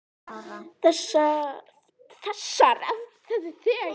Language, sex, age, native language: Icelandic, female, 18-19, Icelandic